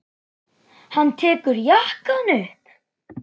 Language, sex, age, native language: Icelandic, female, 9, Icelandic